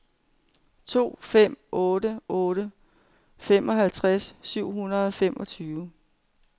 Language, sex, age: Danish, female, 45